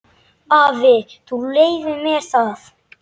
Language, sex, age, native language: Icelandic, male, 10, Icelandic